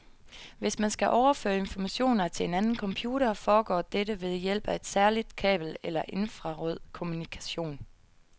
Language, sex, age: Danish, female, 22